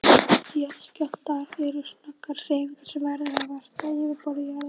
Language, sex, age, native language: Icelandic, female, 12, Icelandic